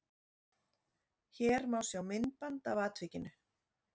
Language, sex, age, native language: Icelandic, female, 40-49, Icelandic